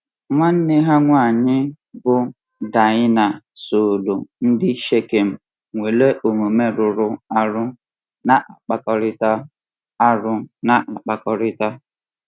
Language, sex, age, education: Igbo, male, 15-29, tertiary